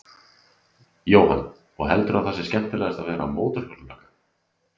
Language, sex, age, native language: Icelandic, male, 30-39, Icelandic